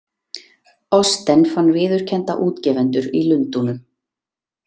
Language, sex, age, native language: Icelandic, female, 30-39, Icelandic